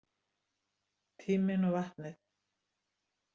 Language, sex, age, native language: Icelandic, female, 60-69, Icelandic